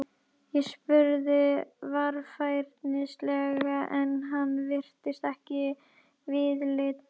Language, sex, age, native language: Icelandic, female, 11, Icelandic